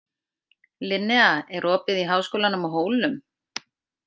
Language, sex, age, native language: Icelandic, female, 50-59, Icelandic